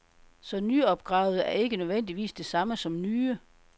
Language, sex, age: Danish, female, 52